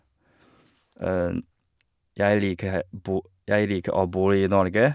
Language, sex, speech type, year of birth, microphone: Norwegian, male, spontaneous, 1985, Shure